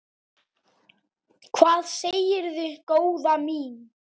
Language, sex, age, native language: Icelandic, male, 8, Icelandic